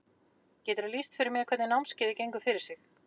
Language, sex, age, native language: Icelandic, female, 40-49, Icelandic